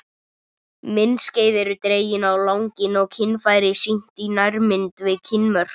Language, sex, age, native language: Icelandic, male, 30-39, Icelandic